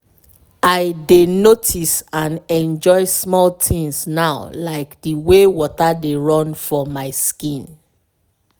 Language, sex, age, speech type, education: Nigerian Pidgin, female, 30-45, spontaneous, tertiary